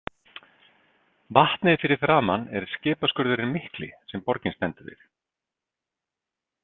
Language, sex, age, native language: Icelandic, male, 50-59, Icelandic